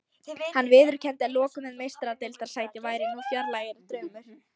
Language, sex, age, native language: Icelandic, female, 18-19, Icelandic